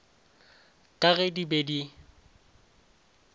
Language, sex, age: Northern Sotho, male, 20